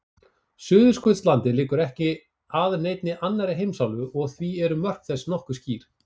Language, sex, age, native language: Icelandic, male, 40-49, Icelandic